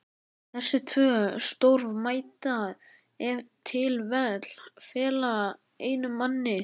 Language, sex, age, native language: Icelandic, male, 11, Icelandic